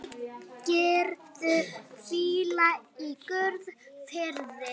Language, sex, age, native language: Icelandic, female, 9, Icelandic